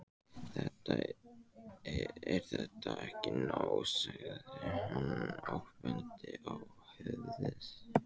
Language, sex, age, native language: Icelandic, male, 14, Icelandic